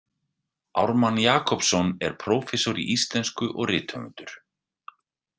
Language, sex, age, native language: Icelandic, male, 40-49, Icelandic